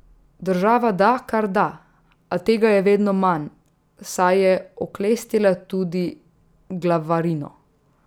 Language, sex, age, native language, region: Slovenian, female, 18-29, Slovenian, Drava region